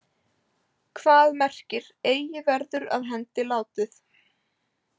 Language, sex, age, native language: Icelandic, female, 18-19, Icelandic